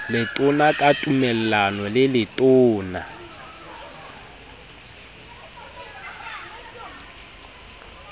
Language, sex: Southern Sotho, male